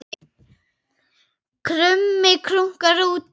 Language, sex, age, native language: Icelandic, female, 8, Icelandic